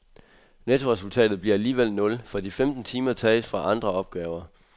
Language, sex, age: Danish, male, 23